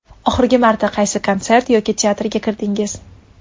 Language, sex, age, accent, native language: Uzbek, female, 25-34, Toshkent shahri, Uzbek